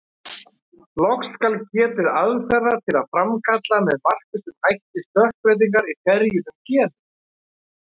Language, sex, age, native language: Icelandic, male, 30-39, Icelandic